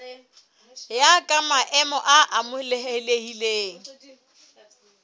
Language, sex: Southern Sotho, female